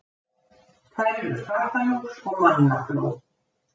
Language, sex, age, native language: Icelandic, female, 70-79, Icelandic